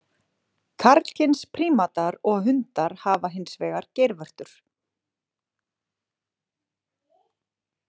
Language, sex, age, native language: Icelandic, female, 40-49, Icelandic